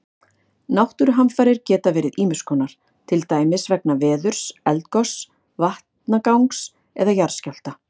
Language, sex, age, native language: Icelandic, female, 50-59, Icelandic